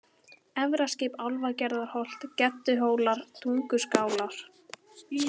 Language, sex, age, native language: Icelandic, female, 18-19, Icelandic